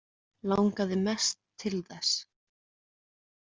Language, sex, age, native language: Icelandic, female, 20-29, Icelandic